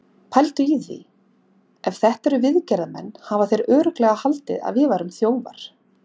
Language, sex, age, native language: Icelandic, female, 40-49, Icelandic